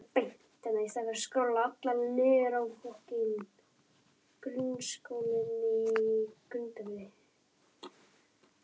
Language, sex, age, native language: Icelandic, other, 11, Icelandic